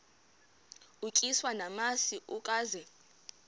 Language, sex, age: Xhosa, female, 23